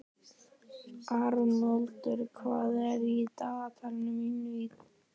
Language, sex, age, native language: Icelandic, male, 12, Icelandic